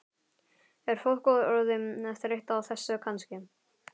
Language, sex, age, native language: Icelandic, male, 11, Icelandic